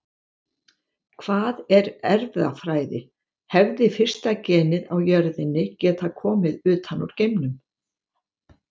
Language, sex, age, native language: Icelandic, female, 70-79, Icelandic